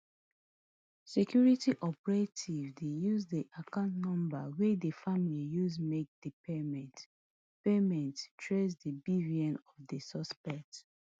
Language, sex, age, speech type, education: Nigerian Pidgin, female, 30-45, spontaneous, tertiary